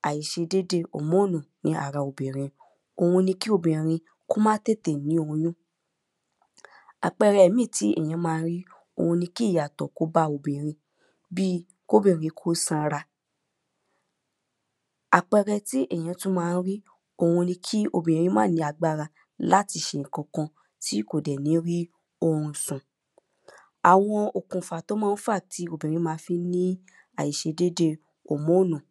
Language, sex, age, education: Yoruba, female, 15-29, primary